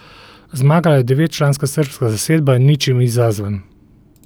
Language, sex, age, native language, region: Slovenian, male, 30-49, Slovenian, Central Slovenia